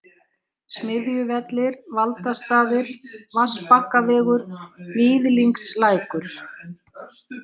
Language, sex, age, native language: Icelandic, female, 60-69, Icelandic